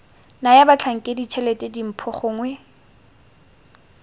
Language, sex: Tswana, female